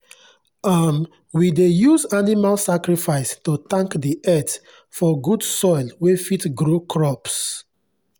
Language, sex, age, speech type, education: Nigerian Pidgin, male, 30-45, spontaneous, tertiary